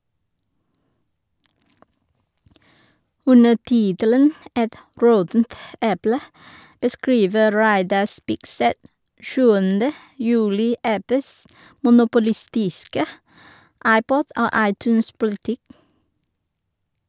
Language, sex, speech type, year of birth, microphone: Norwegian, female, read, 1983, Shure